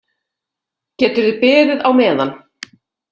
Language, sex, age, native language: Icelandic, female, 50-59, Icelandic